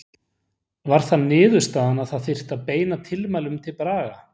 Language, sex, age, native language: Icelandic, male, 40-49, Icelandic